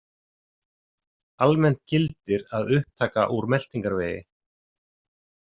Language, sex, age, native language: Icelandic, male, 40-49, Icelandic